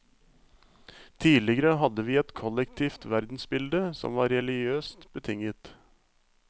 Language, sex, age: Norwegian, male, 35